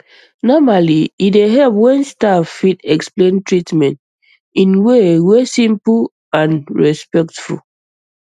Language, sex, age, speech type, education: Nigerian Pidgin, female, 15-29, spontaneous, secondary